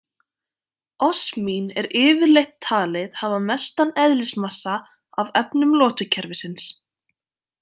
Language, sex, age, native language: Icelandic, female, 20-29, Icelandic